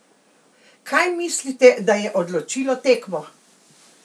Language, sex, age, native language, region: Slovenian, female, 60+, Slovenian, Central Slovenia